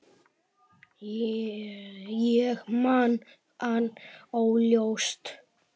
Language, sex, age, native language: Icelandic, male, 7, Icelandic